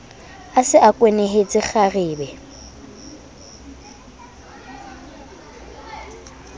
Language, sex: Southern Sotho, female